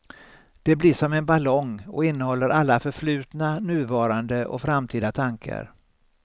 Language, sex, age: Swedish, male, 63